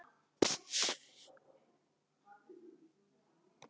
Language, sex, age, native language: Icelandic, male, 8, Icelandic